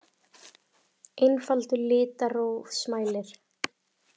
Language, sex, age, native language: Icelandic, female, 18-19, Icelandic